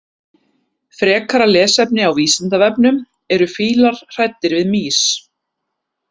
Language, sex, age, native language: Icelandic, female, 30-39, Icelandic